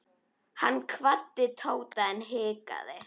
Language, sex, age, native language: Icelandic, female, 10, Icelandic